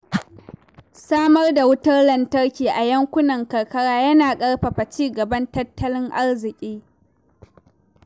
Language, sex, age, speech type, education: Hausa, female, 15-29, read, primary